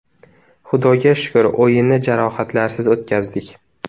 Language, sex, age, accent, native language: Uzbek, male, under 19, Navoiy, Uzbek